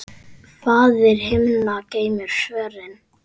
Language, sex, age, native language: Icelandic, male, 8, Icelandic